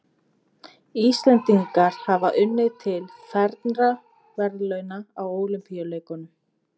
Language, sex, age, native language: Icelandic, female, 20-29, Icelandic